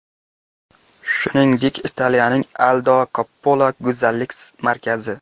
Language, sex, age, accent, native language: Uzbek, male, 18-24, Qashqadaryo, Uzbek